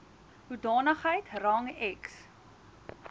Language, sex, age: Afrikaans, female, 19